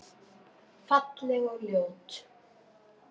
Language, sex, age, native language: Icelandic, female, 9, Icelandic